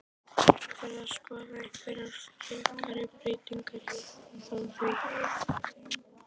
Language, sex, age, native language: Icelandic, female, 11, Icelandic